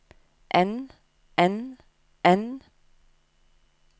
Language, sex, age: Norwegian, female, 30